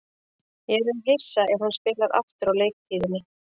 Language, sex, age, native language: Icelandic, female, 40-49, Icelandic